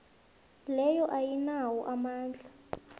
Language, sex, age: South Ndebele, female, 22